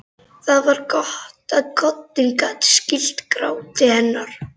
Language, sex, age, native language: Icelandic, male, 11, Icelandic